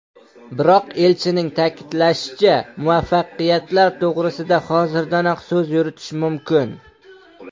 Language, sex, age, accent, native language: Uzbek, male, under 19, Qashqadaryo, Uzbek